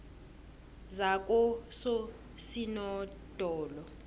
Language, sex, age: South Ndebele, female, 21